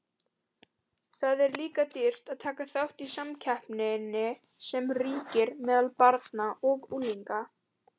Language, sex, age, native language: Icelandic, female, 18-19, Icelandic